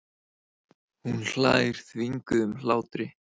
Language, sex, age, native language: Icelandic, male, 20-29, Icelandic